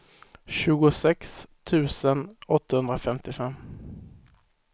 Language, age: Swedish, 18